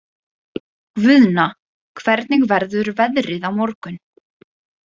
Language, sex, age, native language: Icelandic, female, 20-29, Icelandic